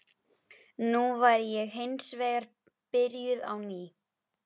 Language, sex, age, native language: Icelandic, female, 11, Icelandic